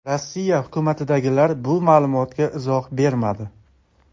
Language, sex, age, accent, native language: Uzbek, male, 25-34, Jizzax, Uzbek